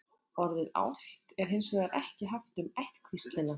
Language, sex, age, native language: Icelandic, female, 30-39, Icelandic